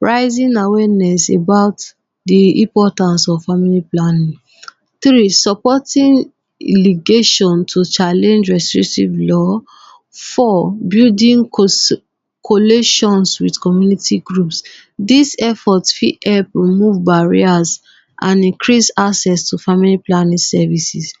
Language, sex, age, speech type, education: Nigerian Pidgin, female, 15-29, spontaneous, tertiary